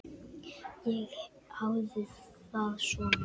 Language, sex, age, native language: Icelandic, male, 10, Icelandic